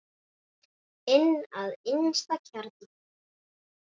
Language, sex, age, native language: Icelandic, male, 9, Icelandic